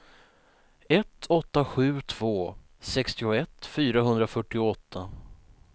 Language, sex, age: Swedish, male, 19